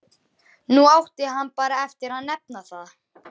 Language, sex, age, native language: Icelandic, male, 11, Icelandic